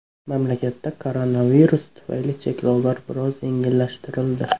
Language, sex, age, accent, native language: Uzbek, male, 18-24, Xorazm, Uzbek